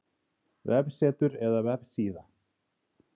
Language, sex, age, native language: Icelandic, male, 30-39, Icelandic